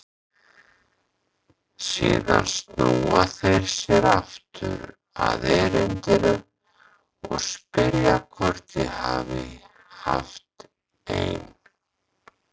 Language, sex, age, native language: Icelandic, male, 30-39, Icelandic